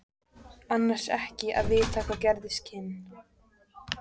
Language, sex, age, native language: Icelandic, female, 14, Icelandic